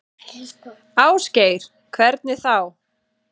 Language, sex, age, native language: Icelandic, female, 7, Icelandic